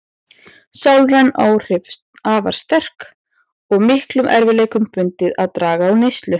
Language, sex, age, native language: Icelandic, female, 30-39, Icelandic